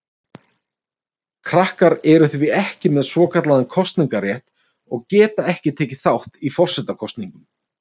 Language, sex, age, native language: Icelandic, male, 30-39, Icelandic